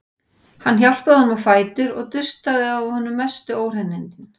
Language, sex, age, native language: Icelandic, female, 40-49, Icelandic